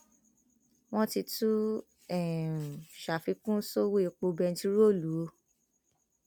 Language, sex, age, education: Yoruba, female, 15-29, tertiary